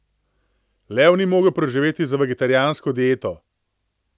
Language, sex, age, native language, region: Slovenian, male, 30-49, Slovenian, Central Slovenia